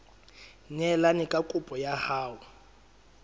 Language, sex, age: Southern Sotho, male, 23